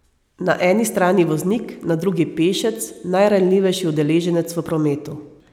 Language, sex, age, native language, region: Slovenian, female, 30-49, Slovenian, Savinja region